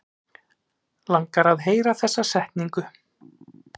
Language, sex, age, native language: Icelandic, male, 30-39, Icelandic